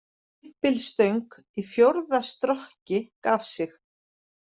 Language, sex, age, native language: Icelandic, female, 40-49, Icelandic